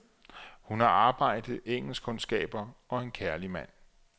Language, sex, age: Danish, male, 34